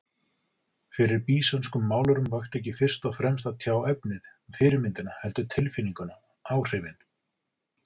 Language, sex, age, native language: Icelandic, male, 40-49, Icelandic